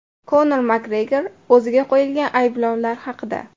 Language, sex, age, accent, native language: Uzbek, female, 18-24, Andijon, Uzbek